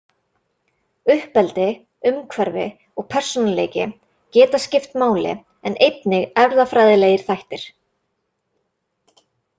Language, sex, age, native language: Icelandic, female, 30-39, Icelandic